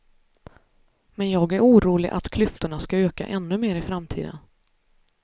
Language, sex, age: Swedish, female, 33